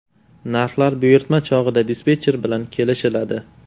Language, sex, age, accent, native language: Uzbek, male, 18-24, Toshkent shahri, Uzbek